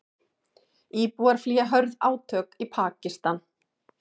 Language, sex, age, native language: Icelandic, female, 40-49, Icelandic